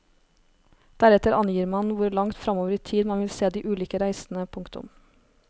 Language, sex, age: Norwegian, female, 23